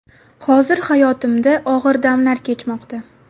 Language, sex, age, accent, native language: Uzbek, female, 19-29, Buxoro, Uzbek